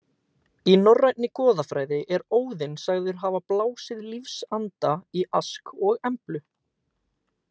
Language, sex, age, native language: Icelandic, male, 18-19, Icelandic